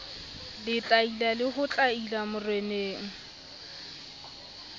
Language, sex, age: Southern Sotho, female, 25